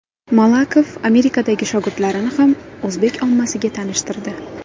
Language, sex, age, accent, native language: Uzbek, female, 18-24, Andijon, Uzbek